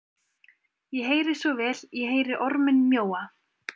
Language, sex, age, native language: Icelandic, female, 20-29, Icelandic